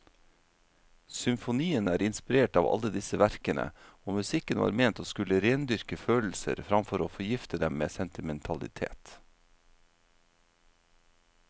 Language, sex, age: Norwegian, male, 47